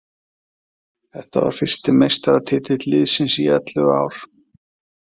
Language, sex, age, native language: Icelandic, male, 30-39, Icelandic